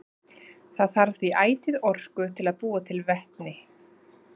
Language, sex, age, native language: Icelandic, female, 30-39, Icelandic